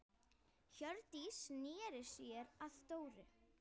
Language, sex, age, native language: Icelandic, female, 9, Icelandic